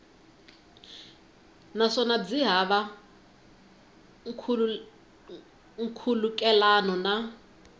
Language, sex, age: Tsonga, female, 19